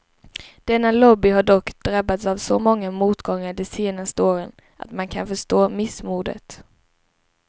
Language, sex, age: Swedish, female, 19